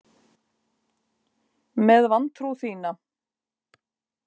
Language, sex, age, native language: Icelandic, female, 50-59, Icelandic